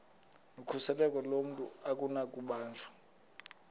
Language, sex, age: Xhosa, male, 20